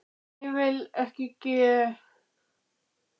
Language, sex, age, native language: Icelandic, male, 12, Icelandic